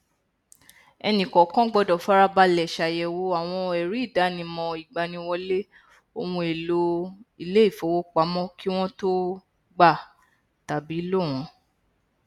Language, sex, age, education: Yoruba, female, 15-29, tertiary